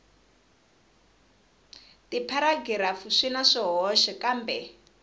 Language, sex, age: Tsonga, female, 20